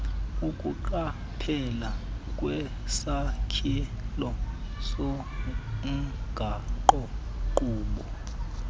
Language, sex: Xhosa, male